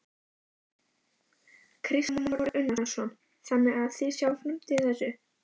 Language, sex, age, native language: Icelandic, female, 12, Icelandic